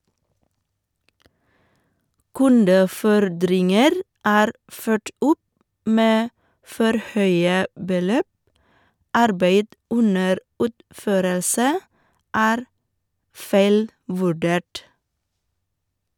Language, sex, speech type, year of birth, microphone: Norwegian, female, read, 1979, Shure